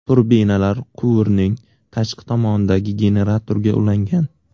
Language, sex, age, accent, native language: Uzbek, male, 18-24, Navoiy, Uzbek